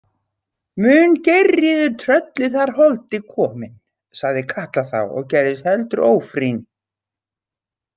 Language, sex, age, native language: Icelandic, female, 60-69, Icelandic